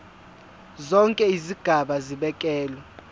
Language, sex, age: Zulu, male, 24